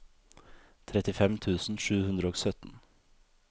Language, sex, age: Norwegian, male, 32